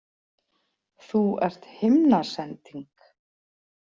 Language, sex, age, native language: Icelandic, female, 40-49, Icelandic